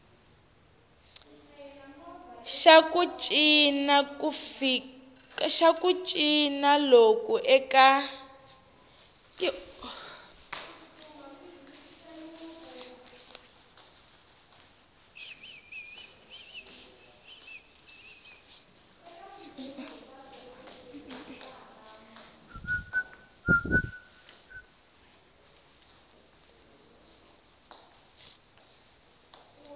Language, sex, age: Tsonga, female, 19